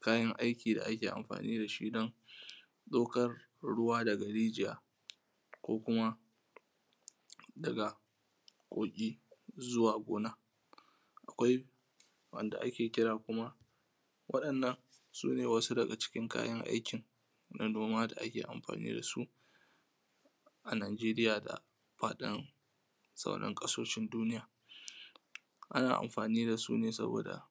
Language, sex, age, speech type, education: Hausa, male, 15-29, spontaneous, tertiary